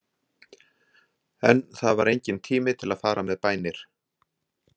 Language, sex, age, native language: Icelandic, male, 60-69, Icelandic